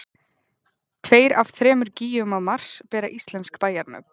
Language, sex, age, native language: Icelandic, female, 20-29, Icelandic